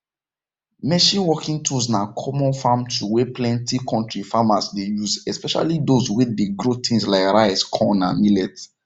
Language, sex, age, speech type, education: Nigerian Pidgin, male, 15-29, spontaneous, tertiary